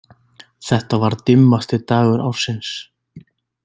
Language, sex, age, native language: Icelandic, male, 20-29, Icelandic